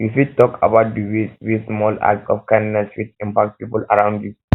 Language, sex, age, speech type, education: Nigerian Pidgin, male, 15-29, spontaneous, tertiary